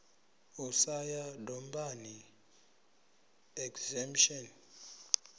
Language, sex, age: Venda, male, 26